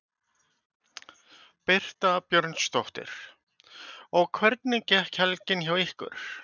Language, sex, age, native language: Icelandic, male, 50-59, Icelandic